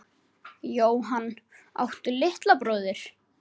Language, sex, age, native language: Icelandic, male, 10, Icelandic